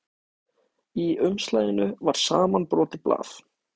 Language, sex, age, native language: Icelandic, male, 18-19, Icelandic